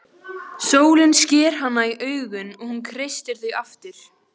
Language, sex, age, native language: Icelandic, female, 14, Icelandic